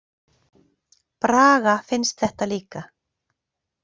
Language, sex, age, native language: Icelandic, female, 40-49, Icelandic